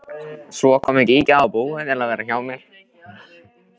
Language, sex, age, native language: Icelandic, male, 13, Icelandic